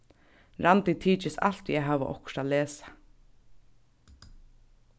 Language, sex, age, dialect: Faroese, female, 15-35, Suðurstreymoy